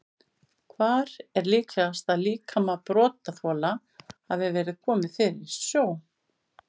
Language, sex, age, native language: Icelandic, female, 50-59, Icelandic